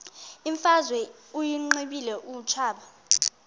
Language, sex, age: Xhosa, female, 22